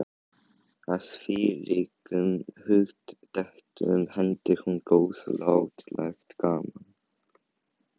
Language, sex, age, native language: Icelandic, male, 18-19, Chinese